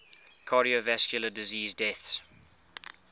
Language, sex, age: English, male, 21